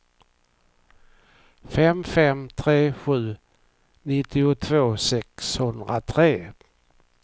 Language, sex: Swedish, male